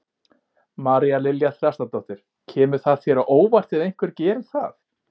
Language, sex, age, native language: Icelandic, male, 18-19, Icelandic